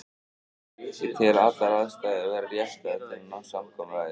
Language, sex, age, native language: Icelandic, male, 18-19, Icelandic